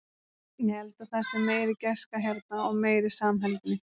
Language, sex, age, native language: Icelandic, female, 30-39, Icelandic